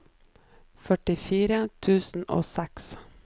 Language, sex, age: Norwegian, female, 29